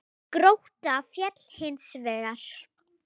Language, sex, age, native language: Icelandic, female, 8, Icelandic